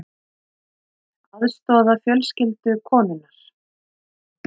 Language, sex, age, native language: Icelandic, female, 30-39, Icelandic